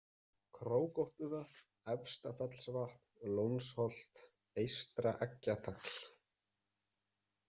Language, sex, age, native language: Icelandic, male, 30-39, Icelandic